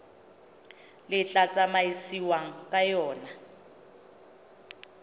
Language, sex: Tswana, female